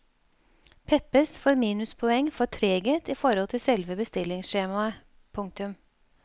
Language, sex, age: Norwegian, female, 52